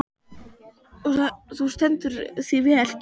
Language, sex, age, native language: Icelandic, male, 12, Icelandic